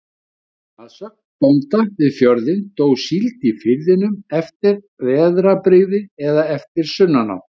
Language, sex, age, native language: Icelandic, male, 50-59, Icelandic